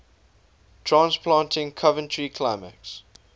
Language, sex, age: English, male, 19